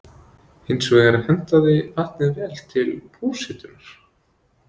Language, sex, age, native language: Icelandic, male, 20-29, Icelandic